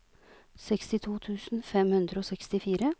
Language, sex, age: Norwegian, female, 46